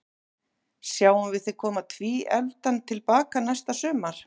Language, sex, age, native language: Icelandic, female, 40-49, Icelandic